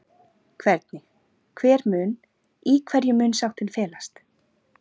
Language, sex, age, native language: Icelandic, female, 40-49, Icelandic